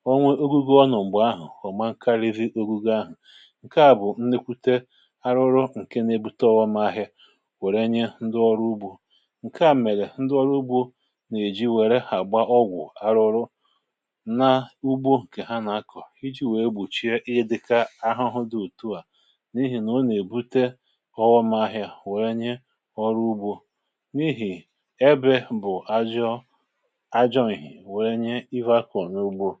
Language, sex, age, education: Igbo, male, 46-60, tertiary